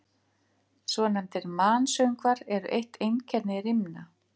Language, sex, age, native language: Icelandic, female, 50-59, Icelandic